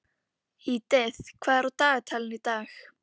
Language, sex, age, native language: Icelandic, female, 12, Icelandic